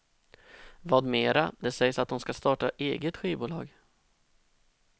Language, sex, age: Swedish, male, 32